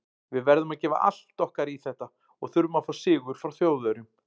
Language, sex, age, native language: Icelandic, male, 40-49, Icelandic